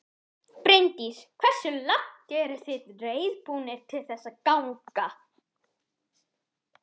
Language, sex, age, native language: Icelandic, female, 11, Icelandic